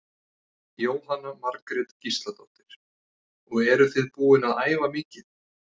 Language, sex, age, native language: Icelandic, male, 30-39, Icelandic